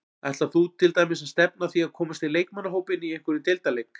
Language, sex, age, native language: Icelandic, male, 40-49, Icelandic